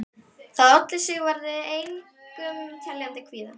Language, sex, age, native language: Icelandic, female, 12, Icelandic